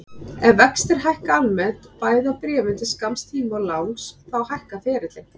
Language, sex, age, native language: Icelandic, female, 30-39, Icelandic